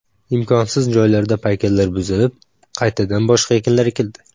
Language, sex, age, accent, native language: Uzbek, male, under 19, Samarqand, Uzbek